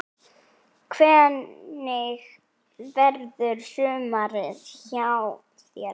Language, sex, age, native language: Icelandic, female, 8, Icelandic